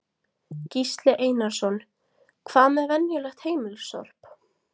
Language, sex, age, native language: Icelandic, female, 16, Latvian